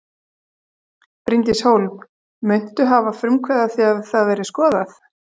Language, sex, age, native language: Icelandic, female, 40-49, Icelandic